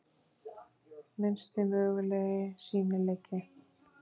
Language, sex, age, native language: Icelandic, female, 40-49, Icelandic